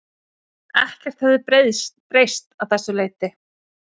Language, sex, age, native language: Icelandic, female, 40-49, Icelandic